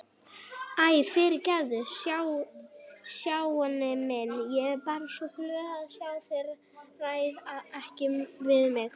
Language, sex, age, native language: Icelandic, female, 18-19, Icelandic